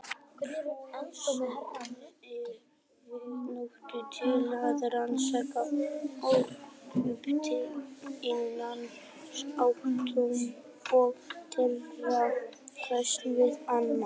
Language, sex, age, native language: Icelandic, female, 18-19, Icelandic